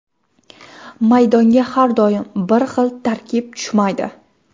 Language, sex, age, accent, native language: Uzbek, female, 18-24, Toshkent shahri, Uzbek